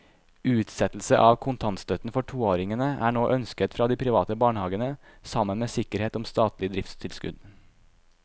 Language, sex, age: Norwegian, male, 26